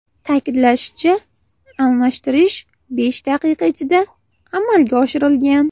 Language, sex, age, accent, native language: Uzbek, female, 18-24, Namangan, Uzbek